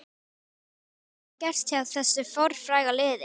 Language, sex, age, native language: Icelandic, female, 12, Icelandic